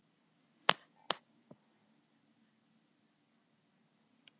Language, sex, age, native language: Icelandic, female, 18-19, Icelandic